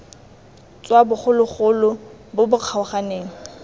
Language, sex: Tswana, female